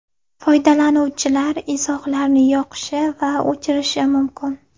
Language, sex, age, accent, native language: Uzbek, female, 18-24, Navoiy, Uzbek